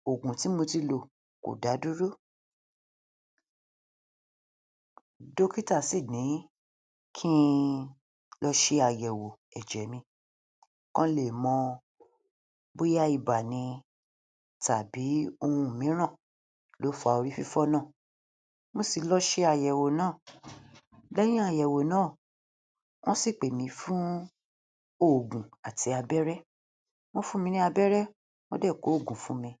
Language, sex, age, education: Yoruba, female, 30-45, tertiary